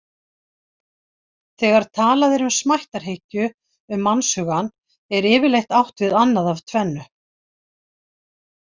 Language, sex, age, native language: Icelandic, female, 60-69, Icelandic